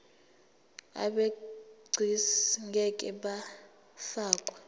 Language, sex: Zulu, female